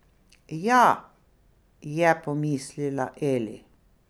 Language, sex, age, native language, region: Slovenian, female, 60+, Slovenian, Pomurje region